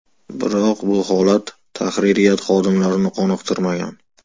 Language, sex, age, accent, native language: Uzbek, male, 18-24, Farg'ona, Uzbek